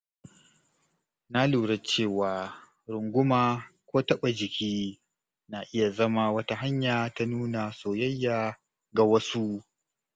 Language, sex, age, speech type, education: Hausa, male, 30-45, spontaneous, tertiary